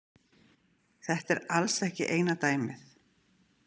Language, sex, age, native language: Icelandic, female, 50-59, Icelandic